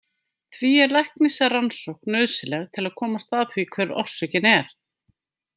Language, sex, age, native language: Icelandic, female, 50-59, Icelandic